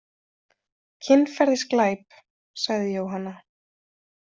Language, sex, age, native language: Icelandic, female, 30-39, Icelandic